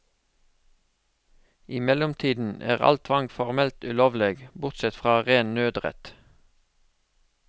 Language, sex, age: Norwegian, male, 36